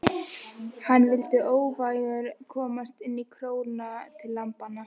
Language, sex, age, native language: Icelandic, female, 12, Icelandic